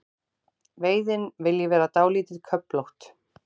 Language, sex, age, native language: Icelandic, female, 30-39, Icelandic